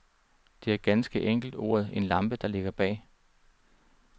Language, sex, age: Danish, male, 39